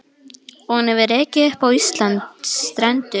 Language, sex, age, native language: Icelandic, female, 11, Icelandic